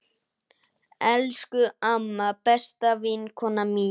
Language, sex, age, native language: Icelandic, male, 9, Icelandic